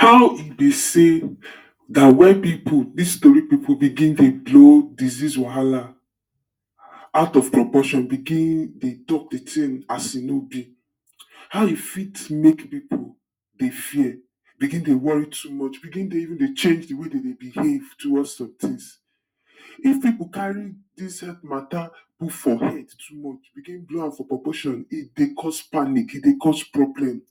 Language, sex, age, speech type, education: Nigerian Pidgin, male, 46-60, spontaneous, tertiary